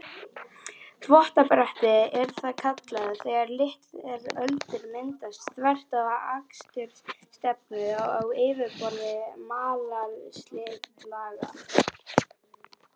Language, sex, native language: Icelandic, male, Icelandic